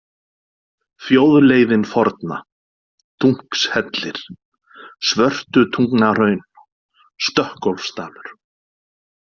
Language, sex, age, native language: Icelandic, male, 40-49, Icelandic